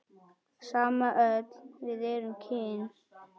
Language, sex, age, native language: Icelandic, male, 9, Icelandic